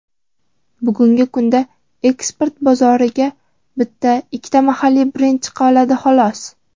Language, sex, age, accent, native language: Uzbek, female, 12-17, Farg'ona, Uzbek